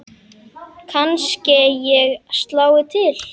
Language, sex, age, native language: Icelandic, male, 10, Icelandic